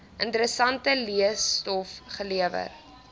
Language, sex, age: Afrikaans, female, 20